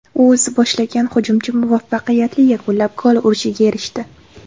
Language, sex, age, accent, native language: Uzbek, female, 18-24, Namangan, Uzbek